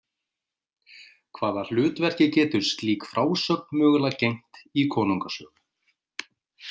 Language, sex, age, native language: Icelandic, male, 30-39, Icelandic